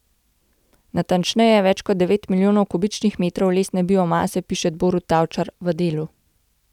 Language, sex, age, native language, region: Slovenian, female, 18-29, Slovenian, Gorenjska region